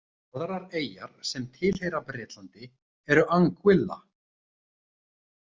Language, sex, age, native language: Icelandic, male, 30-39, Icelandic